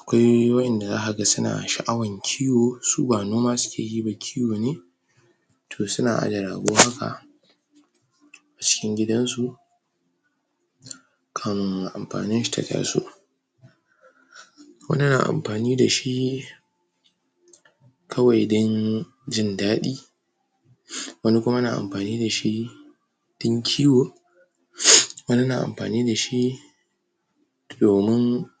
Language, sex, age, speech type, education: Hausa, male, 15-29, spontaneous, tertiary